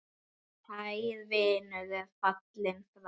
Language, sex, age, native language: Icelandic, male, 8, Icelandic